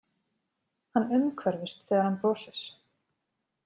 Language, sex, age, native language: Icelandic, female, 30-39, Icelandic